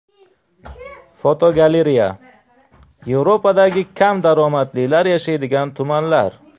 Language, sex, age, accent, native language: Uzbek, male, 35+, Qashqadaryo, Uzbek